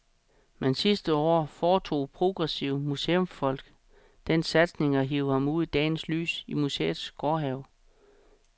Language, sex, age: Danish, male, 36